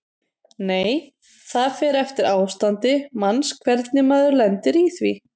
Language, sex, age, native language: Icelandic, female, 30-39, Icelandic